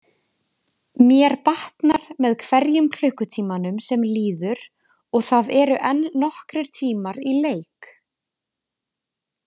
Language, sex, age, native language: Icelandic, female, 20-29, Icelandic